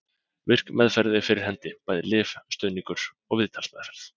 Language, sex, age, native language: Icelandic, male, 20-29, Icelandic